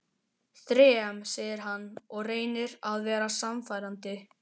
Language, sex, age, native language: Icelandic, male, 12, Icelandic